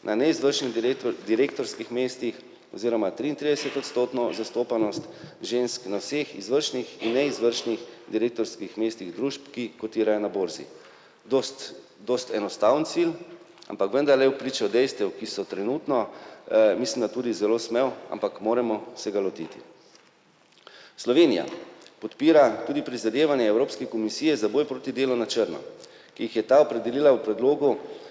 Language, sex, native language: Slovenian, male, Slovenian